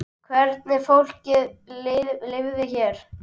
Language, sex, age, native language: Icelandic, male, 10, Icelandic